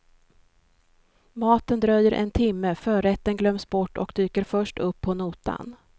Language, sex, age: Swedish, female, 53